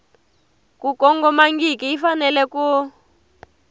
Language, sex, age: Tsonga, female, 22